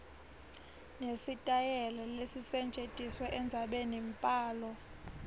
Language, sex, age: Swati, female, 24